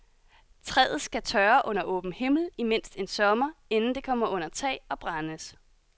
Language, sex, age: Danish, female, 30